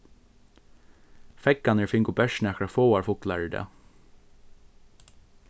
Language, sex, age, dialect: Faroese, male, 15-35, Norðurstreymoy/Eysturoy